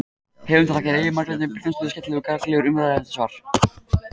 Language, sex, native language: Icelandic, male, Icelandic